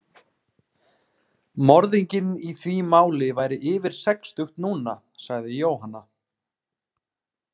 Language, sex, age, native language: Icelandic, male, 30-39, Icelandic